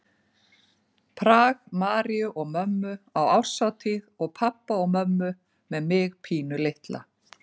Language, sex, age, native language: Icelandic, female, 40-49, Icelandic